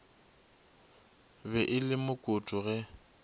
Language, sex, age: Northern Sotho, male, 24